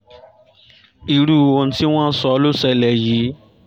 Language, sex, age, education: Yoruba, female, 15-29, tertiary